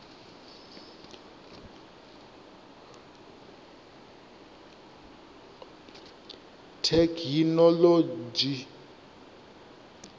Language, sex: Venda, male